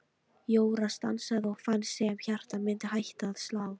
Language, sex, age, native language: Icelandic, female, 13, Icelandic